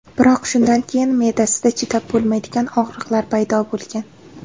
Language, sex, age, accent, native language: Uzbek, female, 18-24, Namangan, Uzbek